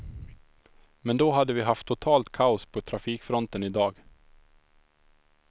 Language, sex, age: Swedish, male, 25